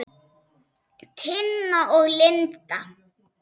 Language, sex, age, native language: Icelandic, female, 6, Icelandic